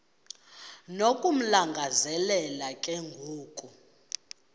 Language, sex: Xhosa, female